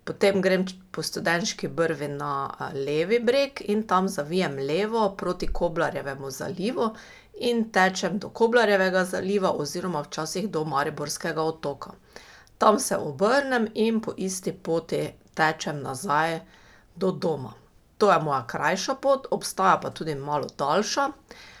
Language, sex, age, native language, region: Slovenian, female, 30-49, Slovenian, Pomurje region